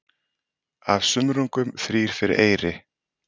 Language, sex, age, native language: Icelandic, male, 30-39, Icelandic